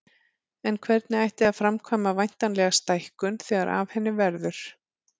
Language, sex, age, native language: Icelandic, female, 40-49, Icelandic